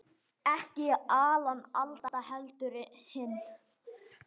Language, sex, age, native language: Icelandic, male, 9, Icelandic